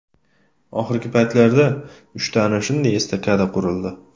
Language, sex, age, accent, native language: Uzbek, male, 25-34, Andijon, Uzbek